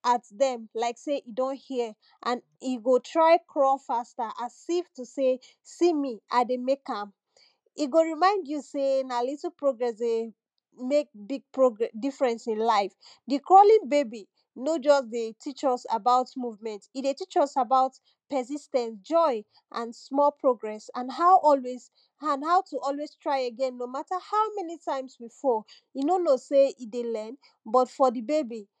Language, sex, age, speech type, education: Nigerian Pidgin, female, 15-29, spontaneous, tertiary